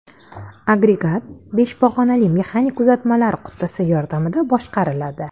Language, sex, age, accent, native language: Uzbek, female, 19-29, Andijon, Uzbek